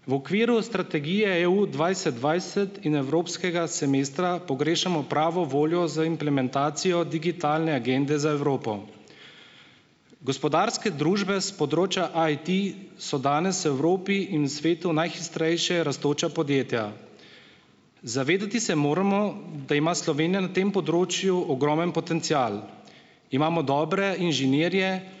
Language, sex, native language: Slovenian, male, Slovenian